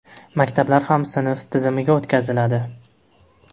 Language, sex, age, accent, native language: Uzbek, male, 18-24, Farg'ona, Uzbek